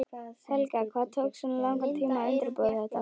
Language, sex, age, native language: Icelandic, female, 11, Icelandic